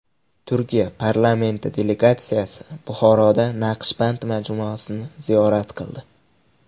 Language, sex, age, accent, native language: Uzbek, male, 18-24, Andijon, Uzbek